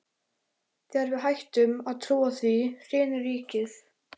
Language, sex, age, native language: Icelandic, male, 13, Icelandic